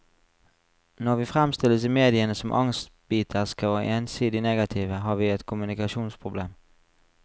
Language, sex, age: Norwegian, male, 35